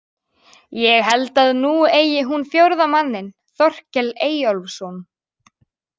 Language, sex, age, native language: Icelandic, female, 18-19, Icelandic